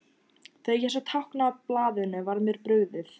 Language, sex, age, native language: Icelandic, female, 14, Icelandic